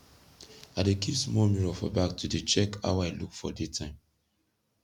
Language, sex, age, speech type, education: Nigerian Pidgin, male, 15-29, spontaneous, secondary